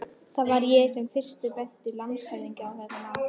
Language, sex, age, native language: Icelandic, female, 13, Icelandic